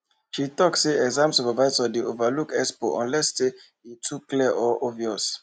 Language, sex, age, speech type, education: Nigerian Pidgin, male, 15-29, spontaneous, tertiary